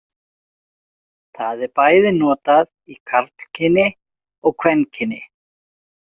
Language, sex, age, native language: Icelandic, male, 40-49, Icelandic